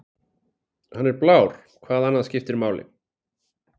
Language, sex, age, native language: Icelandic, male, 40-49, Icelandic